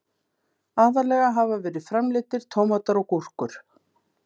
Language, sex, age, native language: Icelandic, female, 50-59, Icelandic